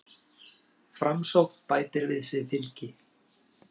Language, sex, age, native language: Icelandic, male, 40-49, Icelandic